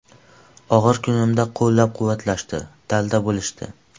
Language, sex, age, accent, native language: Uzbek, male, 12-17, Andijon, Uzbek